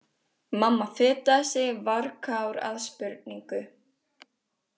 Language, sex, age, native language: Icelandic, female, 20-29, Icelandic